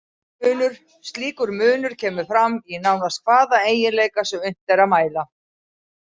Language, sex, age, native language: Icelandic, female, 60-69, Icelandic